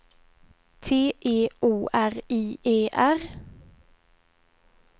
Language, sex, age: Swedish, female, 23